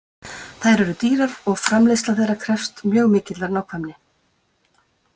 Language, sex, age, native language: Icelandic, female, 50-59, Icelandic